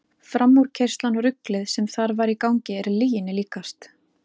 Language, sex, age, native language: Icelandic, female, 30-39, Icelandic